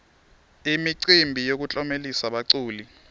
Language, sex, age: Swati, male, 23